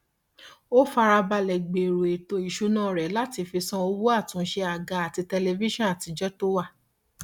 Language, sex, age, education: Yoruba, female, 30-45, tertiary